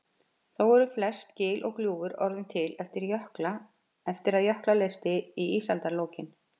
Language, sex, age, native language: Icelandic, female, 50-59, Icelandic